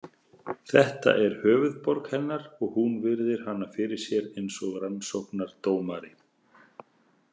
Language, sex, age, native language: Icelandic, male, 30-39, Icelandic